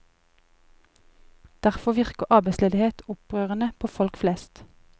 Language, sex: Norwegian, female